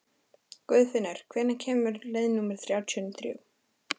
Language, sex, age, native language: Icelandic, female, 13, Icelandic